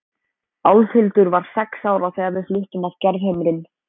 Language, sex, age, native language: Icelandic, male, 14, Icelandic